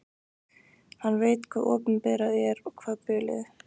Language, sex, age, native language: Icelandic, female, 15, Icelandic